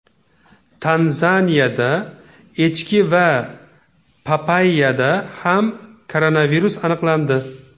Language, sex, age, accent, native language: Uzbek, male, 35+, Namangan, Uzbek